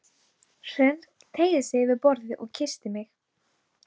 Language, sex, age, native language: Icelandic, female, 12, Icelandic